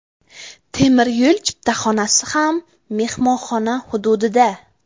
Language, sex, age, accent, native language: Uzbek, female, 18-24, Buxoro, Uzbek